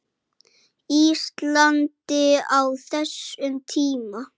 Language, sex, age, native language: Icelandic, male, 8, Icelandic